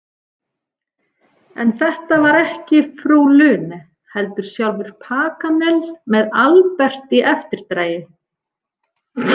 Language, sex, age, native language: Icelandic, female, 40-49, Icelandic